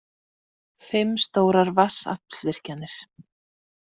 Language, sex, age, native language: Icelandic, female, 30-39, Icelandic